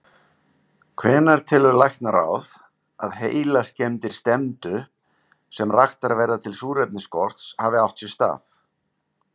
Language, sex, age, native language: Icelandic, male, 50-59, Icelandic